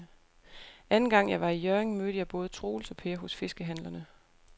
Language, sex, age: Danish, female, 28